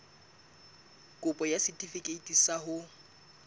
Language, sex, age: Southern Sotho, male, 25